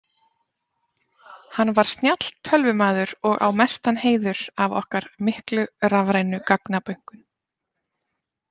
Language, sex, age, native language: Icelandic, female, 30-39, Icelandic